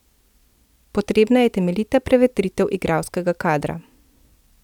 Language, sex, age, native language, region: Slovenian, female, 30-49, Slovenian, Central Slovenia